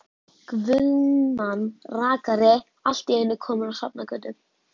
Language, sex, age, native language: Icelandic, female, 11, Icelandic